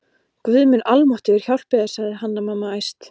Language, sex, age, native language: Icelandic, female, 14, Icelandic